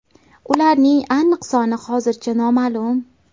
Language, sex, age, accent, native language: Uzbek, female, 18-24, Toshkent viloyati, Uzbek